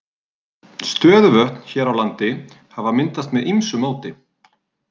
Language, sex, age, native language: Icelandic, male, 30-39, Icelandic